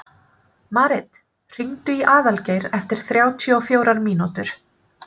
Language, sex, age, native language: Icelandic, female, 30-39, Icelandic